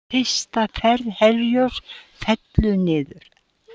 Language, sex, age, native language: Icelandic, female, 70-79, Icelandic